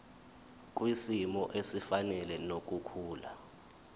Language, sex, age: Zulu, male, 21